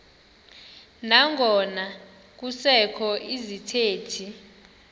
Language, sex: Xhosa, male